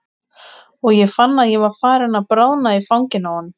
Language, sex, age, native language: Icelandic, female, 20-29, Icelandic